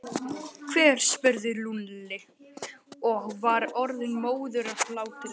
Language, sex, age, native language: Icelandic, male, 12, Icelandic